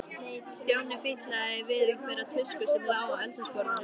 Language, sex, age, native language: Icelandic, female, 13, Icelandic